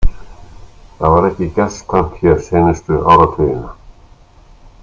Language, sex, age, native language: Icelandic, male, 60-69, Icelandic